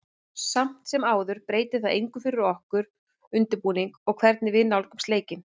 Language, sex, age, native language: Icelandic, female, 30-39, Icelandic